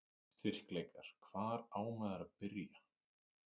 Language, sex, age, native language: Icelandic, male, 30-39, Icelandic